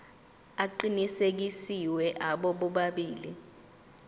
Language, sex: Zulu, female